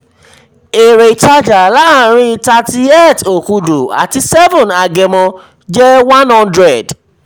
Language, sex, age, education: Yoruba, male, 30-45, tertiary